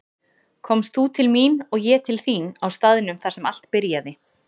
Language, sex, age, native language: Icelandic, female, 30-39, Icelandic